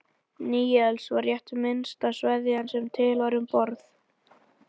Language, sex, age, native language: Icelandic, male, 11, Icelandic